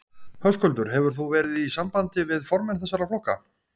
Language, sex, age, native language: Icelandic, male, 50-59, Icelandic